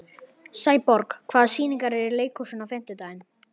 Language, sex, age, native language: Icelandic, male, 11, Icelandic